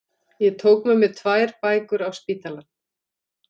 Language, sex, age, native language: Icelandic, female, 40-49, Icelandic